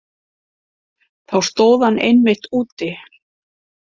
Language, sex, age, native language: Icelandic, female, 50-59, Icelandic